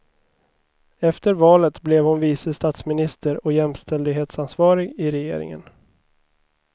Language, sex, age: Swedish, male, 29